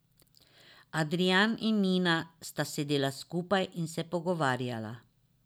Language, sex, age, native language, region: Slovenian, female, 50-59, Slovenian, Drava region